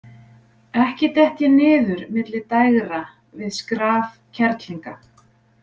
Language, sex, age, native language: Icelandic, female, 40-49, Icelandic